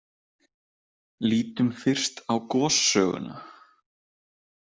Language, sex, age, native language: Icelandic, male, 30-39, Icelandic